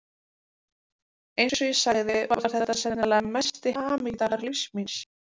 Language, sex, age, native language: Icelandic, female, 20-29, Icelandic